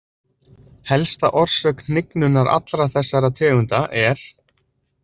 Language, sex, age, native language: Icelandic, male, 20-29, Icelandic